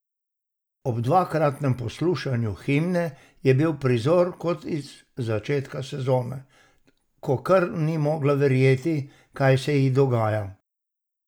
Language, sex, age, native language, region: Slovenian, male, 60+, Slovenian, Savinja region